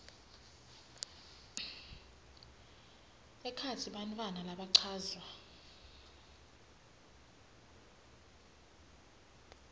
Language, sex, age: Swati, female, 19